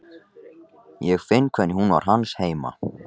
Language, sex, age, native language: Icelandic, male, 14, Icelandic